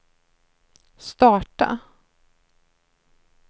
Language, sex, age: Swedish, female, 53